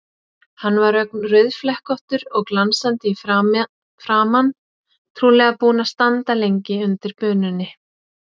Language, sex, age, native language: Icelandic, female, 40-49, Icelandic